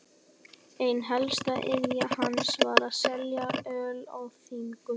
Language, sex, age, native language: Icelandic, male, 18-19, Icelandic